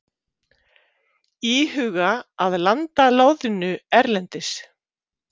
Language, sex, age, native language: Icelandic, female, 50-59, Icelandic